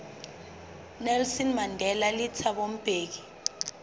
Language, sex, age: Southern Sotho, female, 23